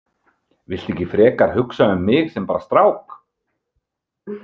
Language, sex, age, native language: Icelandic, male, 30-39, Icelandic